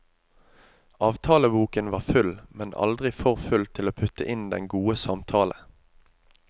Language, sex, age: Norwegian, male, 25